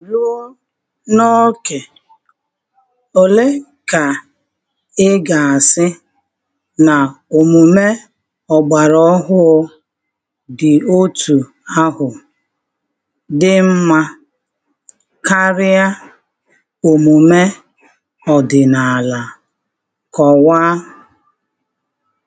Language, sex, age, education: Igbo, female, 30-45, tertiary